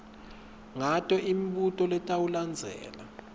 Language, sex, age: Swati, male, 19